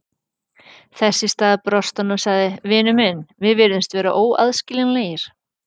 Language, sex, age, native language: Icelandic, female, 40-49, Icelandic